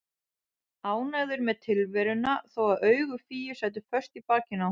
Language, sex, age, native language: Icelandic, female, 30-39, Icelandic